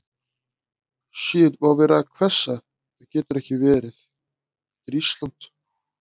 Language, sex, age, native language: Icelandic, male, 20-29, Icelandic